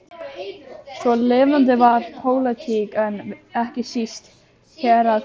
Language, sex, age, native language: Icelandic, other, 12, Icelandic